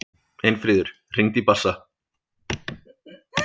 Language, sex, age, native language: Icelandic, male, 30-39, Icelandic